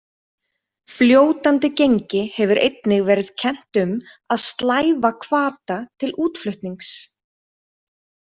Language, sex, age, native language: Icelandic, female, 30-39, Icelandic